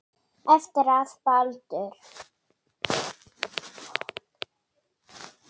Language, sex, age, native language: Icelandic, female, 7, Icelandic